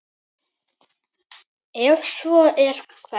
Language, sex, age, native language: Icelandic, female, 9, Icelandic